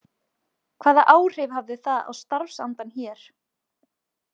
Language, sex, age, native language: Icelandic, female, 20-29, Icelandic